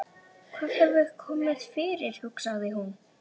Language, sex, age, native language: Icelandic, male, 11, Icelandic